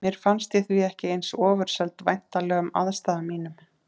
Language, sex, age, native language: Icelandic, female, 30-39, Icelandic